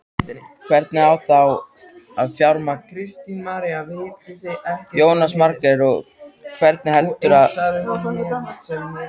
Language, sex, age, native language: Icelandic, male, 13, Icelandic